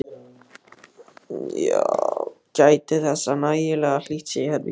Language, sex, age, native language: Icelandic, male, 15, Icelandic